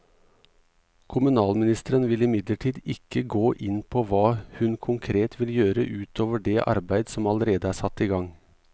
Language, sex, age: Norwegian, male, 38